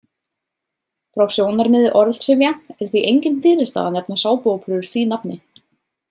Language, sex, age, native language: Icelandic, female, 30-39, Icelandic